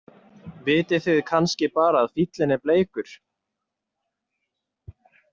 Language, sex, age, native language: Icelandic, male, 20-29, Icelandic